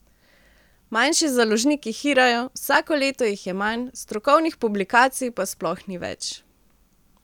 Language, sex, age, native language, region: Slovenian, female, 18-29, Slovenian, Central Slovenia